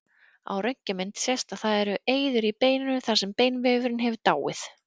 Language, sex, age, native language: Icelandic, female, 30-39, Icelandic